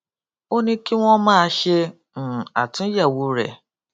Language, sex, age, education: Yoruba, female, 46-60, tertiary